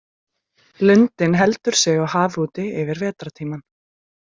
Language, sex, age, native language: Icelandic, female, 20-29, Icelandic